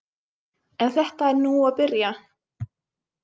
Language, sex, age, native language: Icelandic, female, 20-29, Finnish